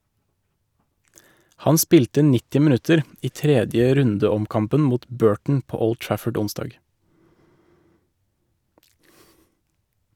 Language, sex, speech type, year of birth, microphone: Norwegian, male, read, 1984, Shure